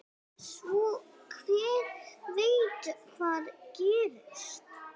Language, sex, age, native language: Icelandic, female, 9, Icelandic